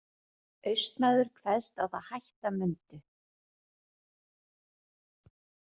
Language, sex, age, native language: Icelandic, female, 40-49, Icelandic